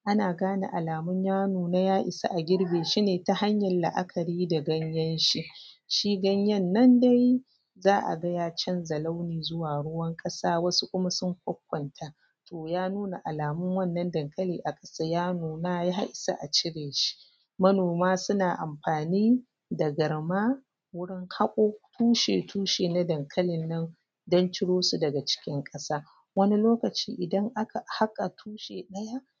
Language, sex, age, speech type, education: Hausa, female, 30-45, spontaneous, primary